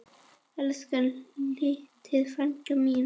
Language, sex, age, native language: Icelandic, female, 10, Icelandic